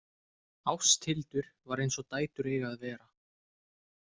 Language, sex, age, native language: Icelandic, male, 20-29, Icelandic